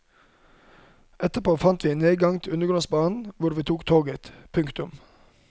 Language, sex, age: Norwegian, male, 31